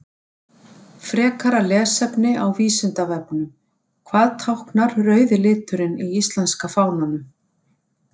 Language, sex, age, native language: Icelandic, female, 60-69, Icelandic